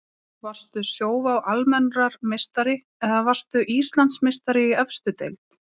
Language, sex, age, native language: Icelandic, female, 30-39, Icelandic